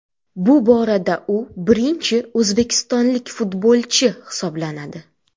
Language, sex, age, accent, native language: Uzbek, female, 25-34, Xorazm, Uzbek